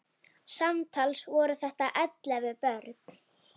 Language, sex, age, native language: Icelandic, female, 8, Icelandic